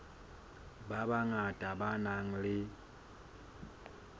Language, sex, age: Southern Sotho, male, 24